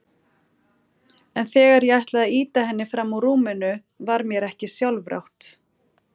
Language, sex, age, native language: Icelandic, female, 40-49, Icelandic